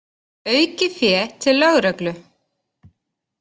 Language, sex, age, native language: Icelandic, female, 30-39, Icelandic